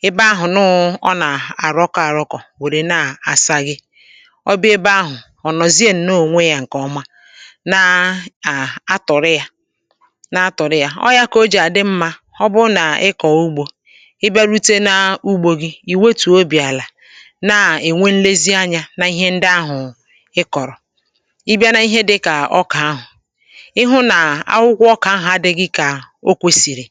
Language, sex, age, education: Igbo, male, 30-45, tertiary